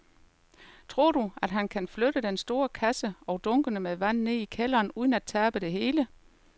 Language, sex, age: Danish, female, 38